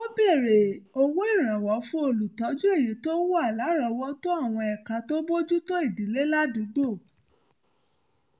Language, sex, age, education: Yoruba, female, 30-45, tertiary